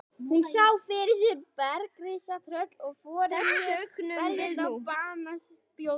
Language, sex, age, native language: Icelandic, female, 60-69, Icelandic